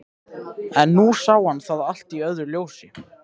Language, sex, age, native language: Icelandic, male, 13, Icelandic